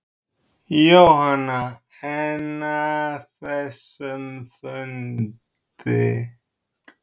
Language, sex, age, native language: Icelandic, male, 30-39, Icelandic